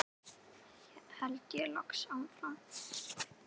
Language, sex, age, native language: Icelandic, female, 10, Icelandic